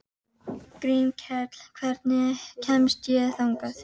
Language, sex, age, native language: Icelandic, female, 12, Icelandic